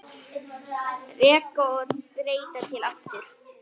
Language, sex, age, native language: Icelandic, male, 9, Icelandic